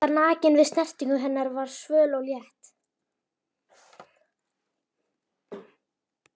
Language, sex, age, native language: Icelandic, female, 11, Icelandic